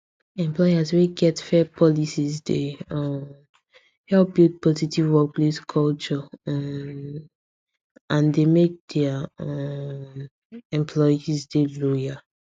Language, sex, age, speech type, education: Nigerian Pidgin, female, 15-29, spontaneous, secondary